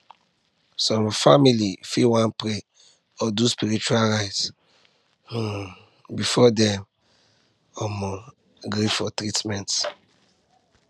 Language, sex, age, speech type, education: Nigerian Pidgin, male, 15-29, spontaneous, tertiary